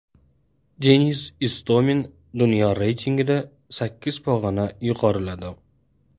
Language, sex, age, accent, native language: Uzbek, male, 19-29, Andijon, Uzbek